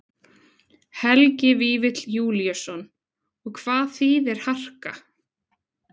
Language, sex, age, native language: Icelandic, female, 20-29, Icelandic